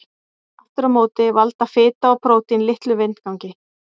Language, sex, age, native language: Icelandic, female, 40-49, Icelandic